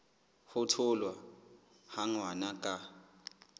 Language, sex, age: Southern Sotho, male, 21